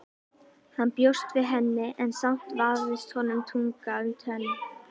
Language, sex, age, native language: Icelandic, female, 18-19, Icelandic